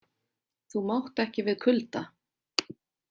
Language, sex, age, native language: Icelandic, female, 30-39, Icelandic